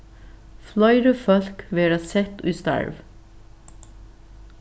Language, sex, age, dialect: Faroese, female, 36-60, Norðuroyggjar